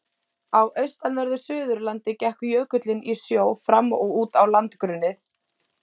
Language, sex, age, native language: Icelandic, female, 30-39, Icelandic